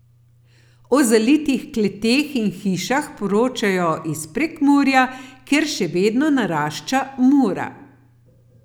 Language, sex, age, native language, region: Slovenian, female, 50-59, Slovenian, Gorenjska region